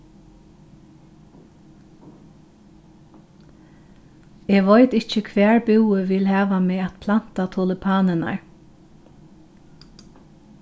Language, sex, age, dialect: Faroese, female, 36-60, Norðurstreymoy/Eysturoy